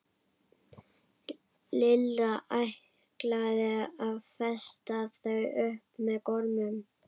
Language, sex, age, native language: Icelandic, female, 11, Icelandic